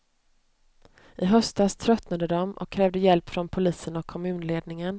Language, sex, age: Swedish, female, 29